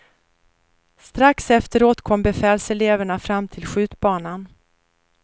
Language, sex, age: Swedish, female, 49